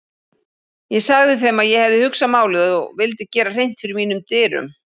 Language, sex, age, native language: Icelandic, female, 40-49, Icelandic